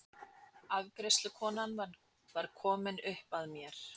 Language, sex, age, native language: Icelandic, female, 40-49, Icelandic